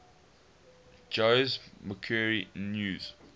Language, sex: English, male